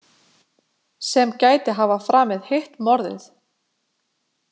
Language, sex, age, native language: Icelandic, female, 20-29, Icelandic